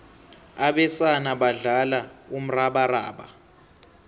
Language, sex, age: South Ndebele, male, 23